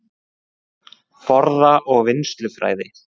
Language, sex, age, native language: Icelandic, male, 20-29, Icelandic